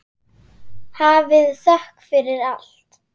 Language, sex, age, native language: Icelandic, female, 8, Icelandic